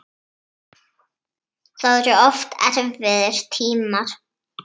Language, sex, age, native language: Icelandic, female, 7, Icelandic